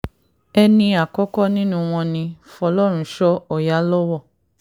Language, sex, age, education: Yoruba, female, 30-45, tertiary